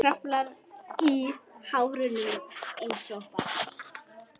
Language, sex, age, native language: Icelandic, female, 10, Icelandic